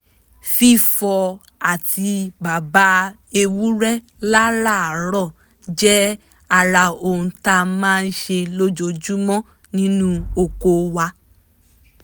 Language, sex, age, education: Yoruba, female, 15-29, tertiary